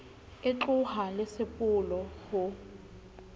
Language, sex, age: Southern Sotho, female, 35